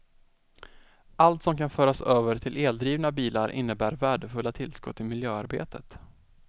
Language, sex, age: Swedish, male, 20